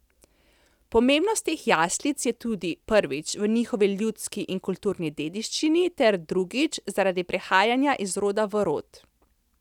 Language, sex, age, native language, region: Slovenian, female, 30-49, Slovenian, Central Slovenia